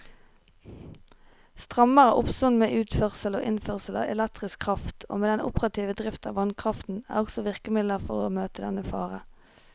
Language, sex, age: Norwegian, female, 23